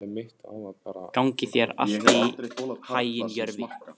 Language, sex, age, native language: Icelandic, male, 15, Icelandic